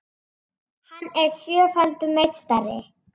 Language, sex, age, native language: Icelandic, female, 40-49, Icelandic